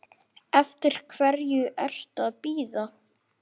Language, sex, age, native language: Icelandic, male, 9, Icelandic